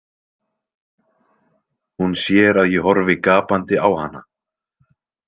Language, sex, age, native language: Icelandic, male, 20-29, Icelandic